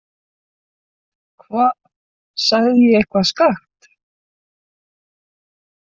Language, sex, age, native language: Icelandic, female, 60-69, Icelandic